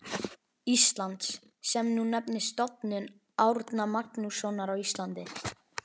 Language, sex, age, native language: Icelandic, male, 11, Icelandic